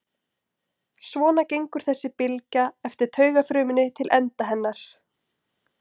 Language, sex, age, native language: Icelandic, female, 20-29, Icelandic